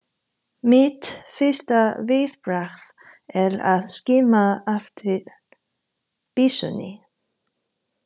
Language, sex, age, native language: Icelandic, female, 30-39, Chinese